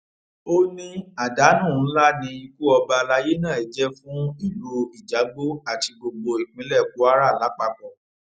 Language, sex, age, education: Yoruba, male, 30-45, tertiary